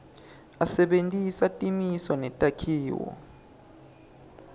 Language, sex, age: Swati, male, 20